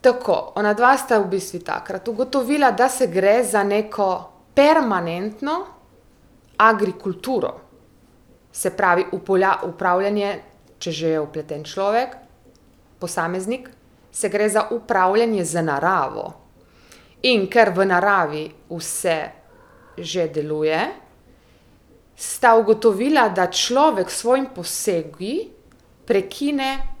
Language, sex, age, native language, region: Slovenian, female, 30-49, Slovenian, Primorsko-notranjska region